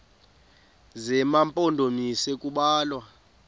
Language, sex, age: Xhosa, female, 28